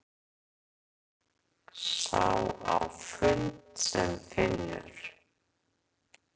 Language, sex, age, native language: Icelandic, female, 30-39, Icelandic